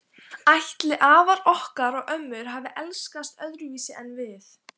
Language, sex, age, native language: Icelandic, female, 15, Icelandic